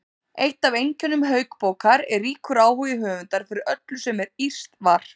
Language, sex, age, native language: Icelandic, female, 30-39, Icelandic